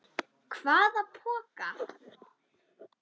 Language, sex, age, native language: Icelandic, female, 10, Icelandic